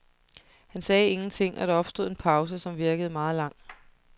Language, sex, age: Danish, female, 30